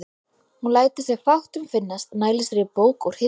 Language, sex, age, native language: Icelandic, female, 20-29, Icelandic